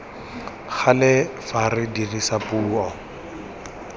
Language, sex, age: Tswana, male, 21